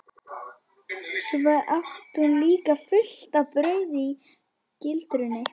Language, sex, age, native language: Icelandic, female, 11, Icelandic